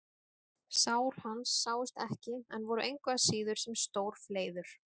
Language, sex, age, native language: Icelandic, female, 30-39, Icelandic